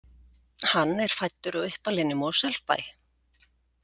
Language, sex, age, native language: Icelandic, female, 40-49, Icelandic